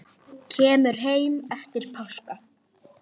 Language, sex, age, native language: Icelandic, female, 10, Icelandic